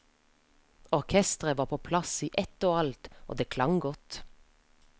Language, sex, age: Norwegian, female, 33